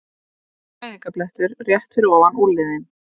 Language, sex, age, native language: Icelandic, female, 18-19, Icelandic